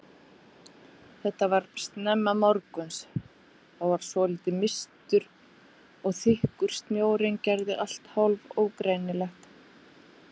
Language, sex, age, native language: Icelandic, female, 50-59, Icelandic